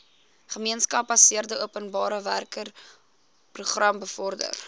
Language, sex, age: Afrikaans, female, 21